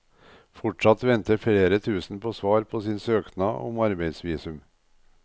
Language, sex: Norwegian, male